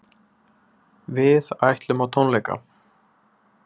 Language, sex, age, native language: Icelandic, male, 20-29, Icelandic